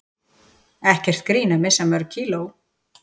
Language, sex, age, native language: Icelandic, female, 40-49, Icelandic